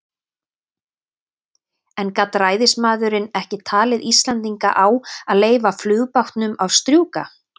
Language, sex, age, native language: Icelandic, female, 30-39, Icelandic